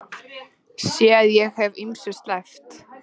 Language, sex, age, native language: Icelandic, female, 13, Icelandic